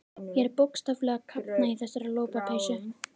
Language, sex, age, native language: Icelandic, female, 13, Icelandic